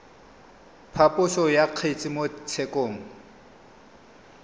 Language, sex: Tswana, male